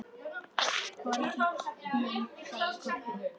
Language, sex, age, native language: Icelandic, female, 10, Icelandic